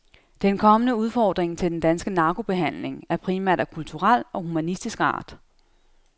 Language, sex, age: Danish, female, 32